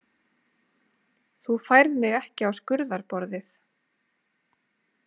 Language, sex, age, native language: Icelandic, female, 30-39, Icelandic